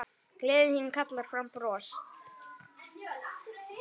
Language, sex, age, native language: Icelandic, male, 9, Icelandic